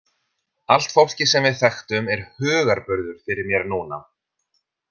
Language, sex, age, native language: Icelandic, male, 30-39, Icelandic